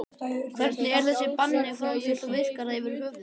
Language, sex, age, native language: Icelandic, male, 12, Icelandic